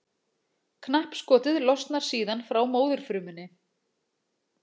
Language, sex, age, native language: Icelandic, female, 40-49, Icelandic